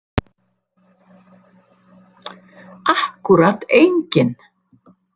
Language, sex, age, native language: Icelandic, female, 60-69, Icelandic